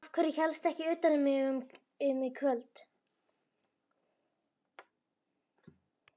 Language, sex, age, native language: Icelandic, female, 11, Icelandic